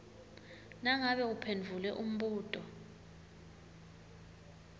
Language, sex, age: Swati, female, 21